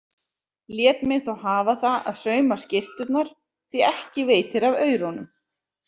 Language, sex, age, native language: Icelandic, female, 40-49, Icelandic